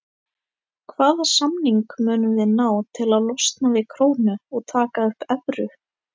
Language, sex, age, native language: Icelandic, female, 18-19, Icelandic